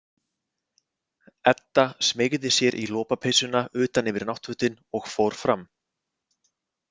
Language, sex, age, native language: Icelandic, male, 20-29, Icelandic